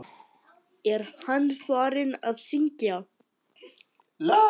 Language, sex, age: Icelandic, male, 9